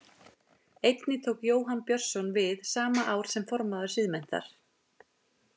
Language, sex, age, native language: Icelandic, female, 20-29, Icelandic